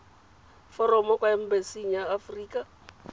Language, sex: Tswana, female